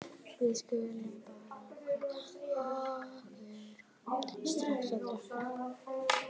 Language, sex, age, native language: Icelandic, male, 11, Icelandic